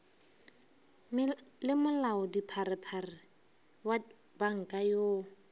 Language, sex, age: Northern Sotho, female, 22